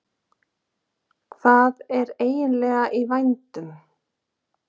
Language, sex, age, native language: Icelandic, female, 40-49, Icelandic